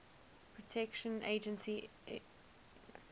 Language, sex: English, female